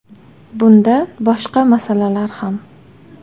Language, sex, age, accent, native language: Uzbek, female, 18-24, Toshkent shahri, Uzbek